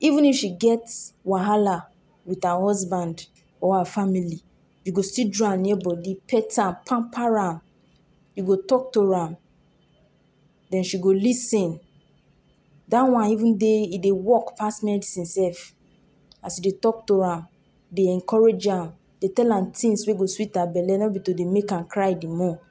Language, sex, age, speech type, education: Nigerian Pidgin, female, 46-60, spontaneous, tertiary